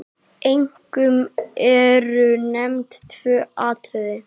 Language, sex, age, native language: Icelandic, male, 9, Icelandic